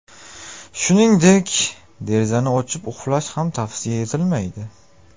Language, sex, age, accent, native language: Uzbek, male, 18-24, Namangan, Uzbek